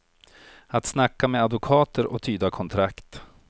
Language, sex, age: Swedish, male, 43